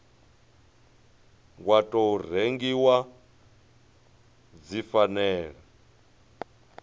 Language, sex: Venda, male